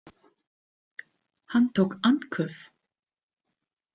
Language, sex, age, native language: Icelandic, female, 30-39, Icelandic